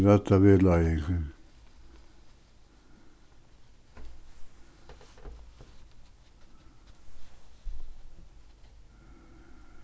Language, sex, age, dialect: Faroese, male, 61+, Suðuroy